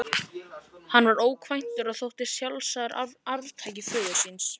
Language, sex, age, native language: Icelandic, male, 14, Icelandic